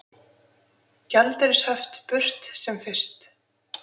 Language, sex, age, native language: Icelandic, female, 20-29, Icelandic